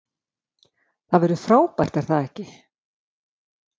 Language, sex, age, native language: Icelandic, female, 50-59, Icelandic